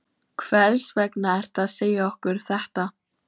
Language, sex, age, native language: Icelandic, female, 12, Icelandic